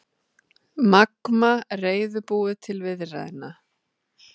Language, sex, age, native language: Icelandic, female, 30-39, Icelandic